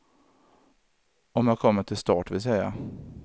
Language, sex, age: Swedish, male, 33